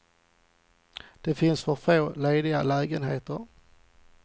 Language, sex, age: Swedish, male, 40